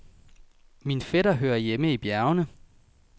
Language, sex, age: Danish, male, 19